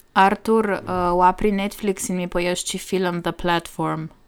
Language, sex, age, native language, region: Slovenian, female, 18-29, Slovenian, Primorsko-notranjska region